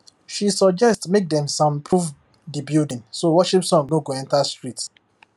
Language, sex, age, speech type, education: Nigerian Pidgin, male, 15-29, spontaneous, tertiary